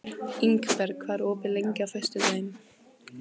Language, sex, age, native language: Icelandic, female, 15, Icelandic